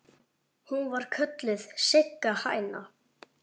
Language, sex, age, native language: Icelandic, male, 9, Icelandic